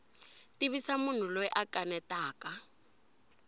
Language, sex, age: Tsonga, female, 20